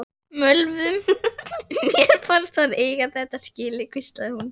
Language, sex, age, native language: Icelandic, female, 11, Icelandic